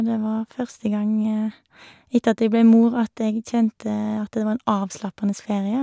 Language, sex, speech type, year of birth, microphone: Norwegian, female, spontaneous, 1978, Shure